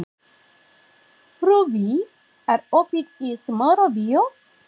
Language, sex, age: Icelandic, female, 40-49